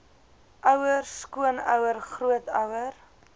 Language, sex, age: Afrikaans, female, 21